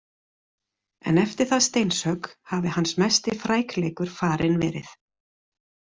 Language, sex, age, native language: Icelandic, female, 40-49, Icelandic